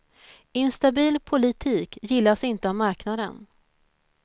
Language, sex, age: Swedish, female, 41